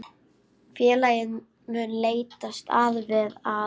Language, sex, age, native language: Icelandic, female, 10, Icelandic